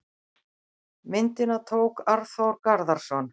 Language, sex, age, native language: Icelandic, female, 60-69, Icelandic